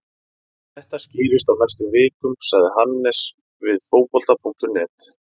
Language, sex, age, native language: Icelandic, male, 30-39, Icelandic